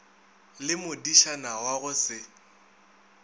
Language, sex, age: Northern Sotho, male, 22